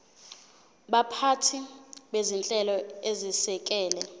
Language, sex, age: Zulu, female, 20